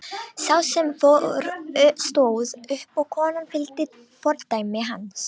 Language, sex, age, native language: Icelandic, female, 18-19, Romanian